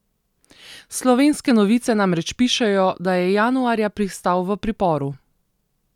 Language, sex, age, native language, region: Slovenian, female, 30-49, Slovenian, Southeast Slovenia